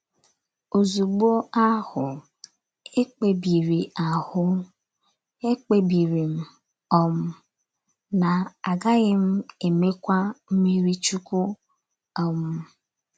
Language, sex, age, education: Igbo, female, 15-29, tertiary